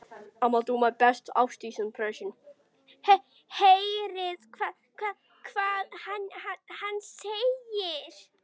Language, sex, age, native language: Icelandic, male, 10, Icelandic